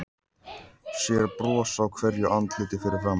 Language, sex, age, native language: Icelandic, male, 14, Icelandic